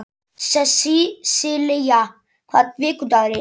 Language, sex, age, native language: Icelandic, male, 11, Icelandic